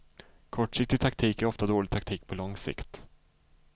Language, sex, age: Swedish, male, 34